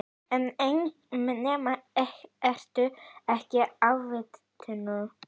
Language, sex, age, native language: Icelandic, female, 10, Icelandic